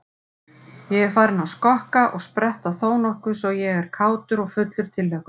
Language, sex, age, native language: Icelandic, female, 40-49, Icelandic